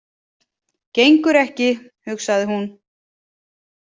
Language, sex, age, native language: Icelandic, female, 40-49, Icelandic